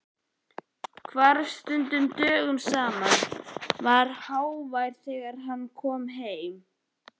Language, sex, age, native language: Icelandic, male, 11, Icelandic